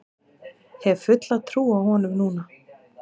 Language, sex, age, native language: Icelandic, female, 30-39, Icelandic